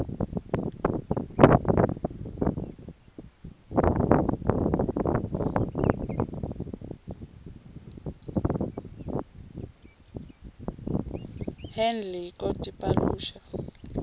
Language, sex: Swati, female